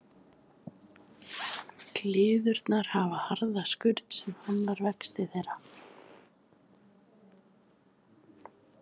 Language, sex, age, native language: Icelandic, female, 30-39, Icelandic